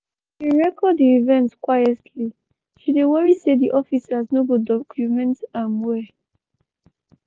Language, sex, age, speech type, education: Nigerian Pidgin, female, 15-29, spontaneous, tertiary